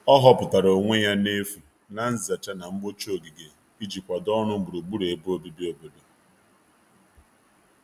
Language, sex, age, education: Igbo, male, 30-45, tertiary